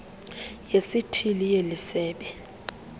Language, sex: Xhosa, female